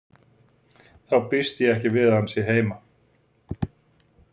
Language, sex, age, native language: Icelandic, male, 40-49, Icelandic